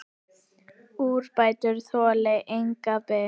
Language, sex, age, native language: Icelandic, female, 10, Icelandic